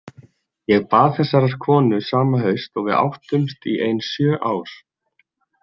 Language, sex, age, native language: Icelandic, male, 20-29, Icelandic